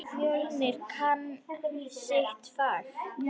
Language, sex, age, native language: Icelandic, female, 10, Icelandic